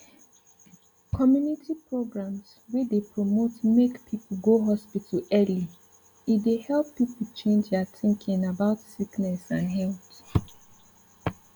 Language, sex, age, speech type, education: Nigerian Pidgin, female, 15-29, spontaneous, tertiary